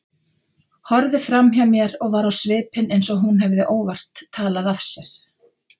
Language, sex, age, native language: Icelandic, female, 50-59, Icelandic